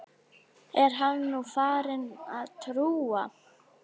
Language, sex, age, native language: Icelandic, female, 11, Icelandic